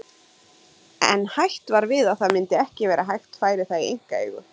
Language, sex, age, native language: Icelandic, female, 20-29, Icelandic